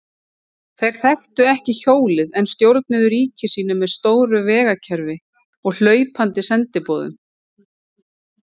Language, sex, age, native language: Icelandic, female, 40-49, Icelandic